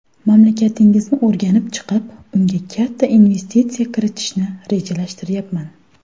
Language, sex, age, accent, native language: Uzbek, female, 19-29, Farg'ona, Uzbek